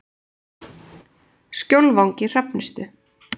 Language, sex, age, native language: Icelandic, female, 30-39, Icelandic